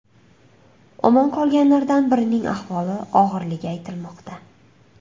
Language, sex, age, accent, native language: Uzbek, female, 25-34, Surxondaryo, Uzbek